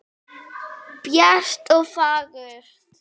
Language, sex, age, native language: Icelandic, female, 8, Icelandic